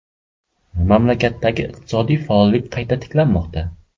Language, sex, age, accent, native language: Uzbek, male, 12-17, Surxondaryo, Uzbek